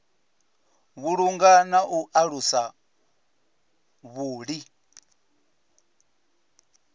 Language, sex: Venda, male